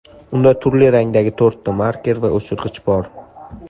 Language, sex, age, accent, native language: Uzbek, male, 19-29, Samarqand, Uzbek